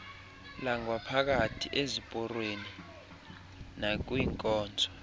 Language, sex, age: Xhosa, male, 20